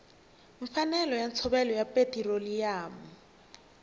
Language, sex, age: Tsonga, female, 21